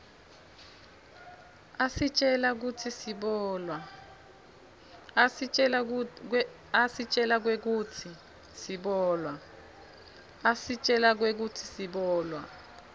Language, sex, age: Swati, female, 26